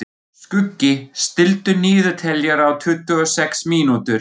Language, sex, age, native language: Icelandic, male, 40-49, German